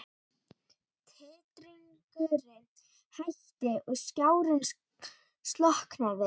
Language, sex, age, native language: Icelandic, female, 18-19, Icelandic